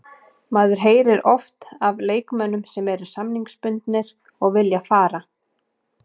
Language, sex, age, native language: Icelandic, female, 30-39, Icelandic